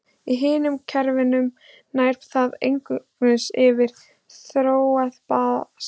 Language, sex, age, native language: Icelandic, female, 16, Icelandic